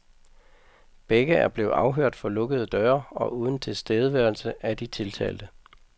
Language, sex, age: Danish, male, 55